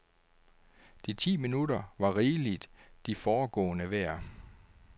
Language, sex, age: Danish, male, 49